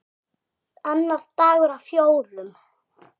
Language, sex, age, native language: Icelandic, male, 6, Icelandic